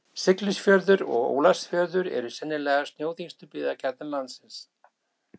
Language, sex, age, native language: Icelandic, male, 60-69, Icelandic